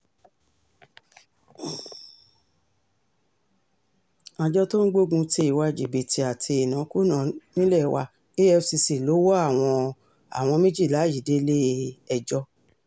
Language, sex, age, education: Yoruba, female, 60+, tertiary